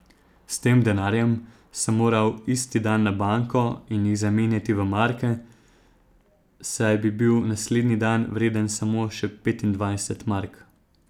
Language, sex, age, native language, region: Slovenian, male, 30-49, Slovenian, Zasavska region